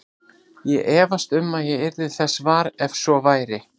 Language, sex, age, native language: Icelandic, male, 30-39, Icelandic